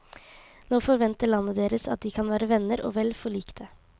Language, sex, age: Norwegian, female, 18